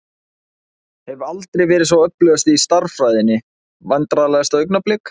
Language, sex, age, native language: Icelandic, male, 20-29, Icelandic